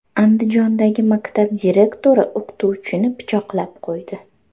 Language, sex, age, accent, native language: Uzbek, female, 18-24, Farg'ona, Uzbek